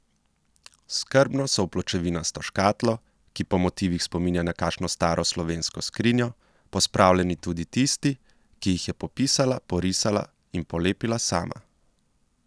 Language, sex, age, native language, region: Slovenian, male, 30-49, Slovenian, Central Slovenia